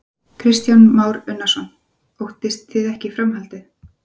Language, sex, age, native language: Icelandic, female, 40-49, Icelandic